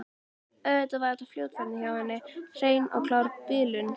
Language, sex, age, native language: Icelandic, female, 13, Icelandic